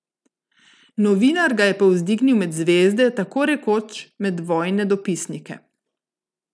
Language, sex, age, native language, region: Slovenian, female, 30-49, Slovenian, Gorica region